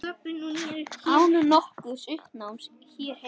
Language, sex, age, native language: Icelandic, male, 10, Icelandic